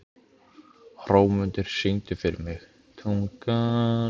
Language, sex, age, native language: Icelandic, male, 15, Icelandic